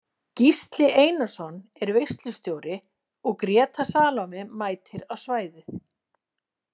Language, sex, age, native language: Icelandic, female, 40-49, Icelandic